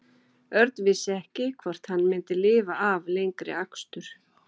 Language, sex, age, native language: Icelandic, female, 12, Icelandic